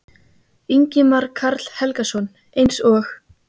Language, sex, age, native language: Icelandic, female, 15, Icelandic